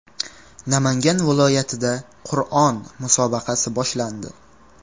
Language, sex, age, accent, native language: Uzbek, male, 18-24, Qashqadaryo, Uzbek